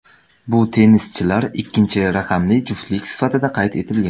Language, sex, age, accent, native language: Uzbek, male, under 19, Samarqand, Uzbek